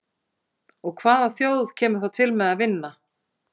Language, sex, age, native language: Icelandic, female, 50-59, Icelandic